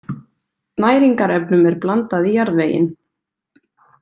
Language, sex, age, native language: Icelandic, female, 20-29, Icelandic